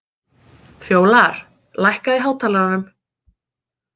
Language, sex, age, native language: Icelandic, female, 30-39, Icelandic